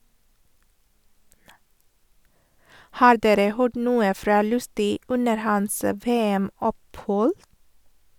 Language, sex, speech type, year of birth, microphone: Norwegian, female, read, 1983, Sennheiser